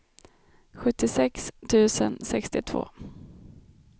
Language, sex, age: Swedish, female, 32